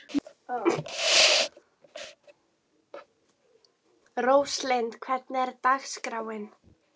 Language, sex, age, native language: Icelandic, female, 11, Icelandic